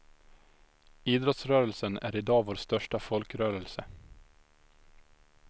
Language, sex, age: Swedish, male, 25